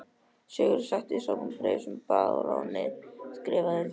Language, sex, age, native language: Icelandic, male, 13, Icelandic